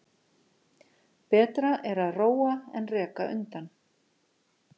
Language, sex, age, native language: Icelandic, female, 50-59, Icelandic